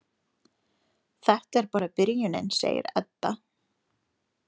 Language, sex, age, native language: Icelandic, female, 40-49, Lithuanian